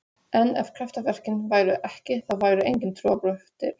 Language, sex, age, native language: Icelandic, female, 16, Polish